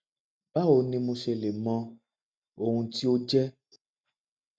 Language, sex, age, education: Yoruba, male, 30-45, tertiary